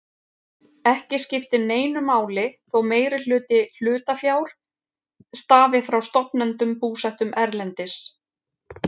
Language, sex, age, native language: Icelandic, female, 50-59, Icelandic